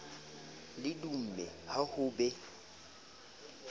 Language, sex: Southern Sotho, male